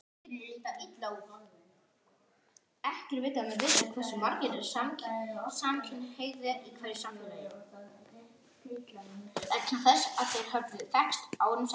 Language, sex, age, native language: Icelandic, other, 18-19, Icelandic